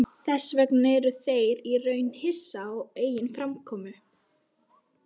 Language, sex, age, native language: Icelandic, female, 12, Icelandic